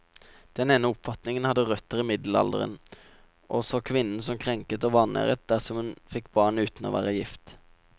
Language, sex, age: Norwegian, male, 27